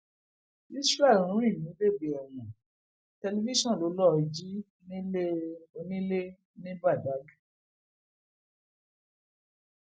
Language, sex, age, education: Yoruba, female, 46-60, tertiary